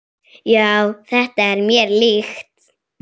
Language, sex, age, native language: Icelandic, female, 7, Icelandic